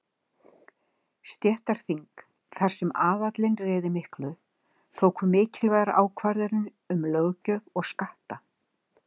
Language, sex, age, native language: Icelandic, female, 60-69, Icelandic